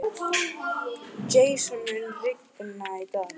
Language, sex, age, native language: Icelandic, male, 12, Icelandic